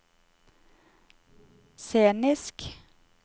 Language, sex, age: Norwegian, female, 28